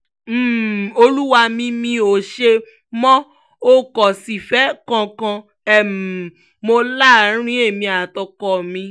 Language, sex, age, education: Yoruba, female, 15-29, tertiary